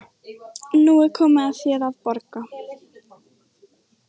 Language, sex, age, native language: Icelandic, female, 14, Icelandic